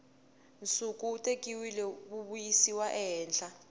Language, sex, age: Tsonga, female, 18